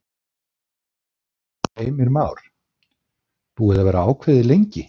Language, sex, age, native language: Icelandic, male, 60-69, Icelandic